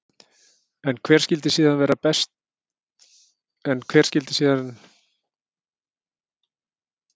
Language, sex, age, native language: Icelandic, male, 50-59, Icelandic